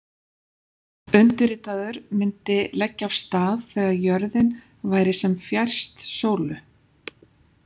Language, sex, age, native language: Icelandic, female, 40-49, Icelandic